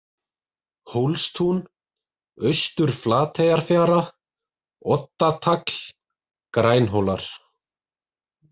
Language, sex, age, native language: Icelandic, male, 20-29, Icelandic